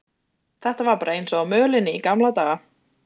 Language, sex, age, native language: Icelandic, female, 20-29, Icelandic